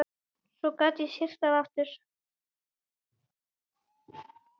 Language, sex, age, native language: Icelandic, male, 9, Icelandic